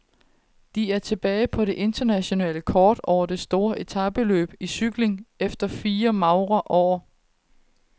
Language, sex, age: Danish, female, 30